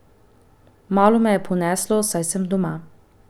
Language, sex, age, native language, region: Slovenian, female, 30-49, Slovenian, Pomurje region